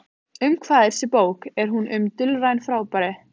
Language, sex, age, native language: Icelandic, female, 15, Icelandic